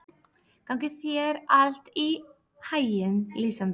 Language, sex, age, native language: Icelandic, female, 30-39, Polish